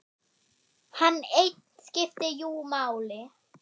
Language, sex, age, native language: Icelandic, female, 8, German